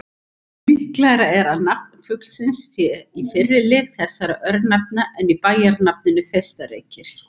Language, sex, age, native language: Icelandic, female, 50-59, Icelandic